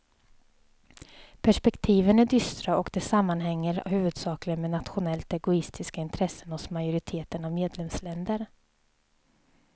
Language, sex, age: Swedish, female, 27